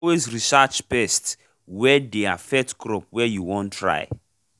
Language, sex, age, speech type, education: Nigerian Pidgin, male, 15-29, spontaneous, tertiary